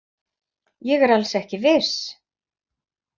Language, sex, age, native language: Icelandic, female, 50-59, Icelandic